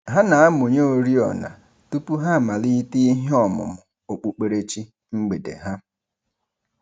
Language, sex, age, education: Igbo, male, 30-45, tertiary